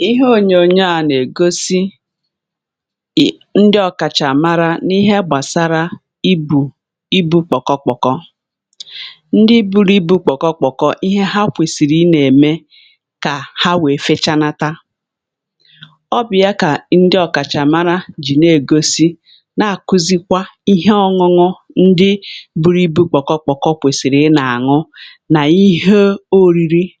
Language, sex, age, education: Igbo, female, 46-60, tertiary